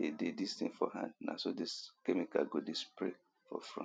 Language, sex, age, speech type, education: Nigerian Pidgin, male, 30-45, spontaneous, tertiary